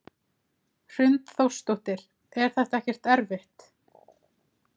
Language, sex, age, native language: Icelandic, female, 30-39, Icelandic